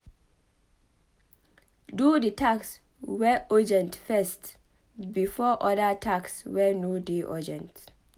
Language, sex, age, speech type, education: Nigerian Pidgin, female, 15-29, read, tertiary